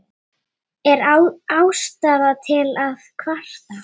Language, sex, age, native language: Icelandic, female, 9, Icelandic